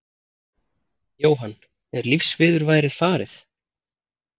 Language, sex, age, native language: Icelandic, male, 30-39, Icelandic